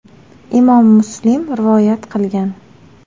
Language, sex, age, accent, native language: Uzbek, female, 18-24, Toshkent shahri, Uzbek